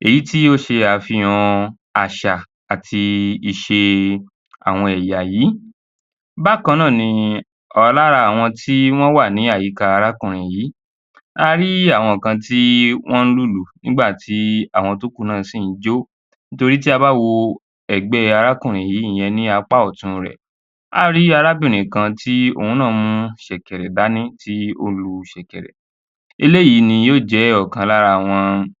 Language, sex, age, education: Yoruba, male, 15-29, tertiary